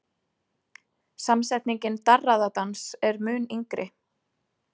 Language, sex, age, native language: Icelandic, female, 30-39, Icelandic